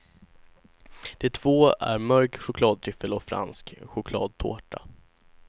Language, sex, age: Swedish, male, 16